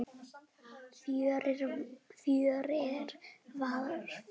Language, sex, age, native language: Icelandic, male, 10, Icelandic